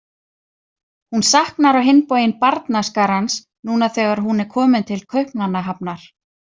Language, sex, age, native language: Icelandic, female, 30-39, Icelandic